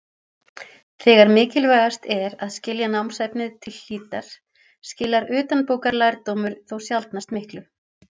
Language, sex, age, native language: Icelandic, female, 40-49, Icelandic